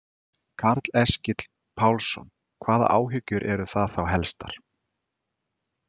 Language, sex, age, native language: Icelandic, male, 40-49, Icelandic